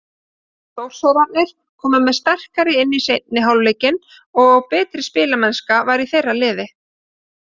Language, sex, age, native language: Icelandic, female, 30-39, Icelandic